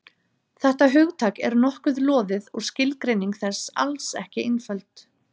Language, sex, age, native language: Icelandic, female, 30-39, Icelandic